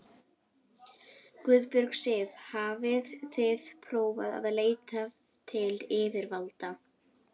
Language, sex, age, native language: Icelandic, female, 11, Icelandic